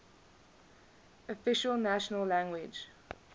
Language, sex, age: English, female, 21